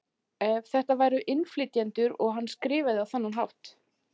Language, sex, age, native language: Icelandic, female, 40-49, Icelandic